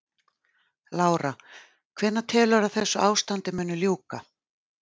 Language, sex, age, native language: Icelandic, female, 40-49, Icelandic